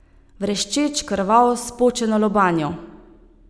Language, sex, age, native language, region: Slovenian, female, 30-49, Slovenian, Savinja region